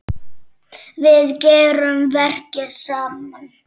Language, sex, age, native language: Icelandic, female, 8, Icelandic